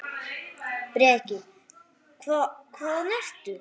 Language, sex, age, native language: Icelandic, male, 9, Icelandic